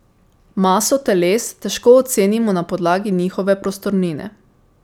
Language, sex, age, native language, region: Slovenian, female, 18-29, Slovenian, Savinja region